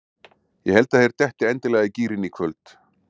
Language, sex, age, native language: Icelandic, male, 40-49, Icelandic